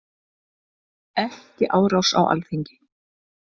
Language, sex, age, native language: Icelandic, female, 60-69, Icelandic